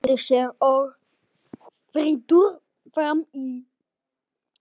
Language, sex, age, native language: Icelandic, male, 10, Icelandic